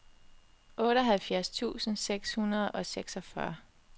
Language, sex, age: Danish, female, 21